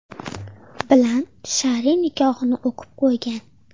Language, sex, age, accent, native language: Uzbek, female, 12-17, Andijon, Uzbek